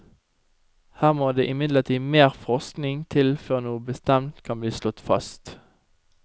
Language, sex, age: Norwegian, male, 29